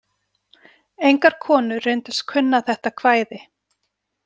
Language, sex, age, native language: Icelandic, female, 40-49, Icelandic